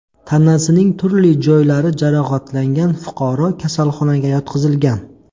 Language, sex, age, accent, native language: Uzbek, male, 25-34, Qashqadaryo, Uzbek